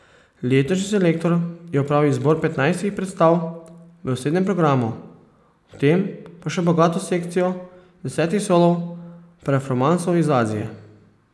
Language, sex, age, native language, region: Slovenian, male, 30-49, Slovenian, Posavska region